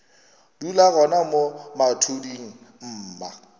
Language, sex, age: Northern Sotho, male, 21